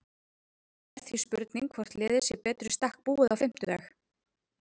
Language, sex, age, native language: Icelandic, female, 30-39, Icelandic